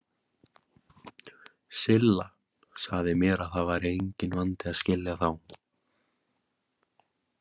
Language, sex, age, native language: Icelandic, male, 18-19, Icelandic